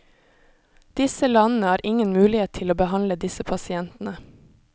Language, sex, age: Norwegian, female, 26